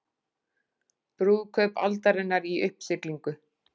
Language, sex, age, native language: Icelandic, female, 40-49, Icelandic